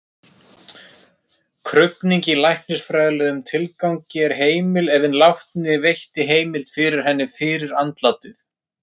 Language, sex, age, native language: Icelandic, male, 30-39, Icelandic